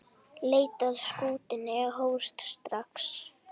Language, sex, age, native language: Icelandic, female, 18-19, Icelandic